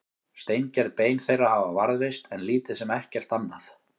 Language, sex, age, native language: Icelandic, male, 18-19, Icelandic